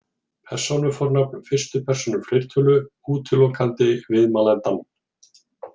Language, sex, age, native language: Icelandic, male, 40-49, Icelandic